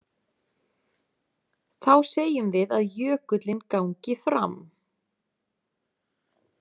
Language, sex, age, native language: Icelandic, female, 30-39, Icelandic